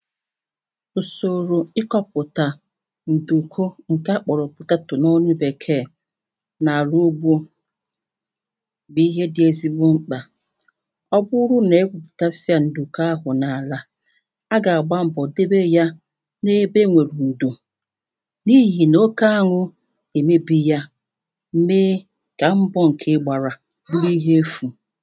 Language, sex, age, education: Igbo, female, 30-45, primary